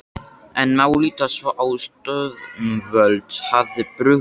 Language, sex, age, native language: Icelandic, male, 13, Icelandic